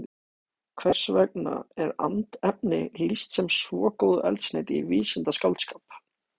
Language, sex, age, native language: Icelandic, male, 18-19, Icelandic